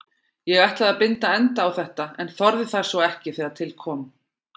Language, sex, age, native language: Icelandic, female, 40-49, Icelandic